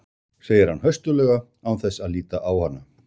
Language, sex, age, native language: Icelandic, male, 60-69, Icelandic